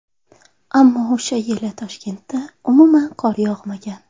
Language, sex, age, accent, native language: Uzbek, female, 18-24, Qashqadaryo, Uzbek